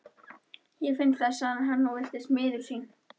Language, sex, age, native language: Icelandic, female, 13, Icelandic